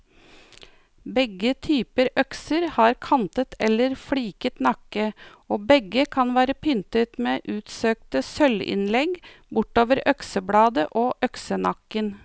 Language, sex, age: Norwegian, female, 49